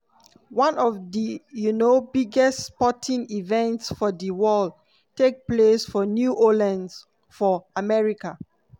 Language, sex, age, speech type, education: Nigerian Pidgin, female, 30-45, spontaneous, tertiary